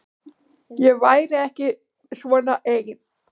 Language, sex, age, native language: Icelandic, female, 40-49, Icelandic